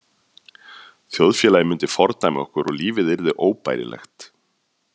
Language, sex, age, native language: Icelandic, male, 30-39, Icelandic